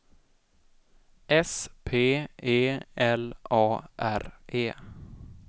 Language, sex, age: Swedish, male, 20